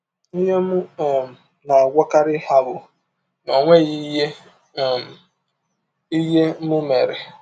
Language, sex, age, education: Igbo, male, 15-29, tertiary